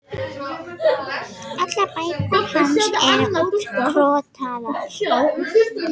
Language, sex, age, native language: Icelandic, female, 18-19, Icelandic